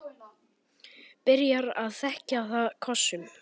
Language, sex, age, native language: Icelandic, male, 10, Icelandic